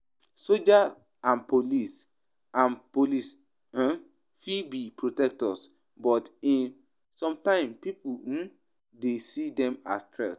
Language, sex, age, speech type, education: Nigerian Pidgin, male, 15-29, spontaneous, tertiary